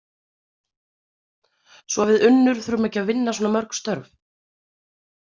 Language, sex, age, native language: Icelandic, female, 30-39, Icelandic